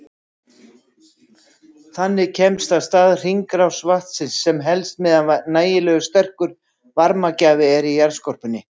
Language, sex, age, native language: Icelandic, female, 60-69, Icelandic